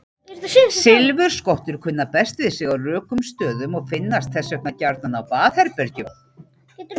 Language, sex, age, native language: Icelandic, female, 40-49, Icelandic